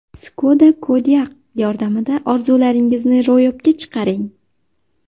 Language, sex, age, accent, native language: Uzbek, female, 19-29, Sirdaryo, Uzbek